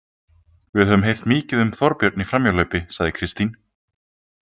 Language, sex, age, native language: Icelandic, male, 20-29, Icelandic